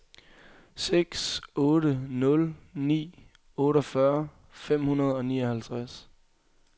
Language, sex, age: Danish, male, 22